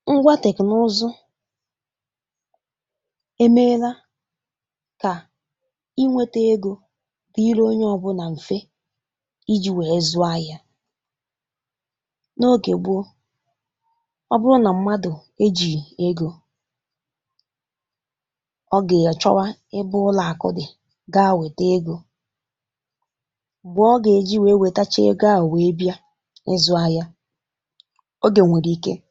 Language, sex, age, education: Igbo, female, 15-29, tertiary